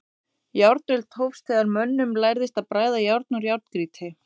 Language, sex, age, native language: Icelandic, female, 30-39, Icelandic